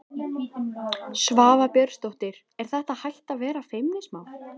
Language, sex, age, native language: Icelandic, female, 14, Icelandic